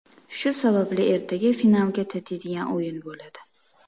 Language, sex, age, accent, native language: Uzbek, female, 25-34, Namangan, Uzbek